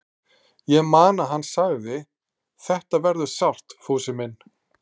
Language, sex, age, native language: Icelandic, male, 12, Icelandic